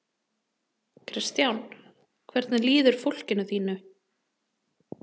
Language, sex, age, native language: Icelandic, female, 30-39, Icelandic